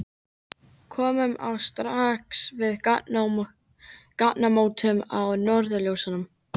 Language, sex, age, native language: Icelandic, male, 13, Icelandic